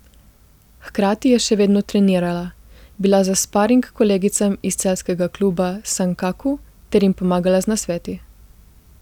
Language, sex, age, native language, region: Slovenian, female, 18-29, Slovenian, Gorica region